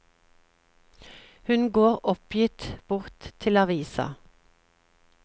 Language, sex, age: Norwegian, female, 36